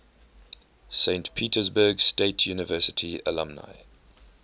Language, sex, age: English, male, 21